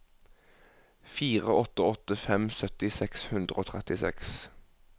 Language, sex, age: Norwegian, male, 21